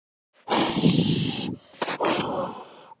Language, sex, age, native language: Icelandic, male, 13, Icelandic